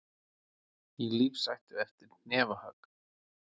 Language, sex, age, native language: Icelandic, male, 40-49, Icelandic